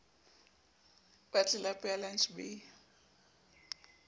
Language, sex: Southern Sotho, female